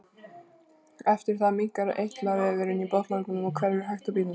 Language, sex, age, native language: Icelandic, female, 20-29, Icelandic